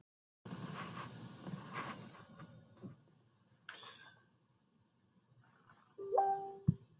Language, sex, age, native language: Icelandic, male, 60-69, English